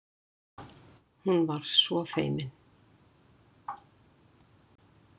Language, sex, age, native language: Icelandic, female, 60-69, Icelandic